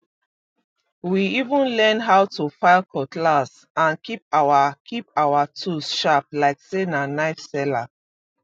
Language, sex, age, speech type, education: Nigerian Pidgin, female, 30-45, spontaneous, tertiary